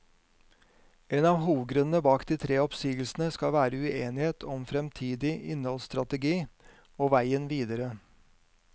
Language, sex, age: Norwegian, male, 50